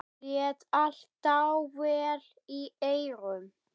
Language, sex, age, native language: Icelandic, female, 9, Icelandic